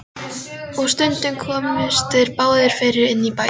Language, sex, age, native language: Icelandic, female, 12, Icelandic